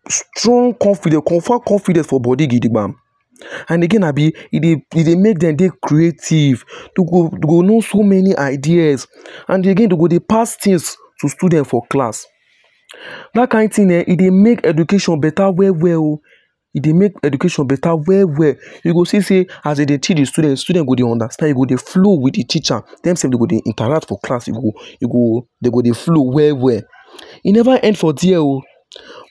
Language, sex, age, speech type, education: Nigerian Pidgin, male, 15-29, spontaneous, tertiary